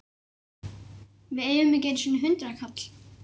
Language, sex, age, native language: Icelandic, male, 11, Icelandic